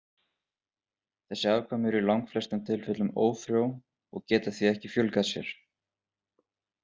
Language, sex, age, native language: Icelandic, male, 20-29, Icelandic